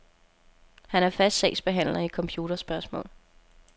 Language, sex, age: Danish, female, 27